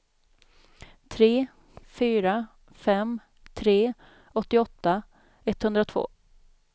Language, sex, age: Swedish, female, 27